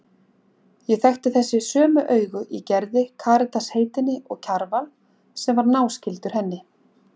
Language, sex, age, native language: Icelandic, female, 40-49, Icelandic